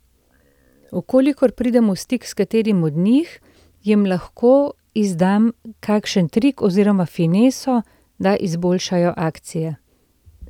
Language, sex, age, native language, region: Slovenian, female, 30-49, Slovenian, Central Slovenia